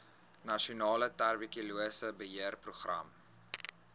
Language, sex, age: Afrikaans, male, 21